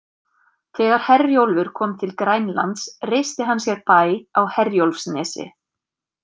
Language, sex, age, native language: Icelandic, female, 30-39, Icelandic